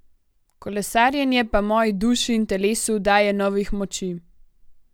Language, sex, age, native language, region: Slovenian, female, 18-29, Slovenian, Gorenjska region